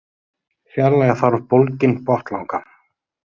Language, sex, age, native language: Icelandic, male, 30-39, Icelandic